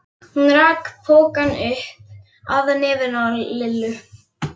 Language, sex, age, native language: Icelandic, female, 11, Icelandic